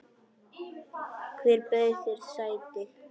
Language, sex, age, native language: Icelandic, male, 10, Icelandic